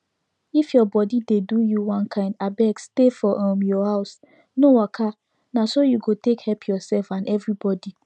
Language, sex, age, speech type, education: Nigerian Pidgin, female, 15-29, spontaneous, tertiary